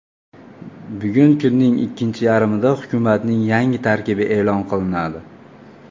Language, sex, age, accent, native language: Uzbek, male, 30-39, Farg'ona, Uzbek